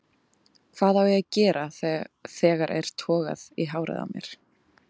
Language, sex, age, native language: Icelandic, female, 20-29, Icelandic